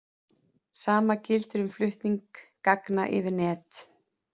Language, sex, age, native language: Icelandic, female, 30-39, Icelandic